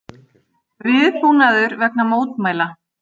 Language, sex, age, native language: Icelandic, female, 40-49, Icelandic